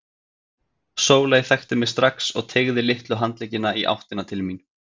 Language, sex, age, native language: Icelandic, male, 30-39, Icelandic